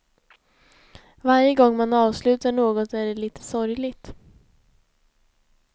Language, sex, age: Swedish, female, 20